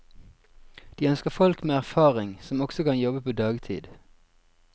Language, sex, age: Norwegian, male, 20